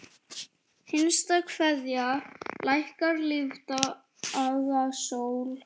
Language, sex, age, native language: Icelandic, female, 10, Icelandic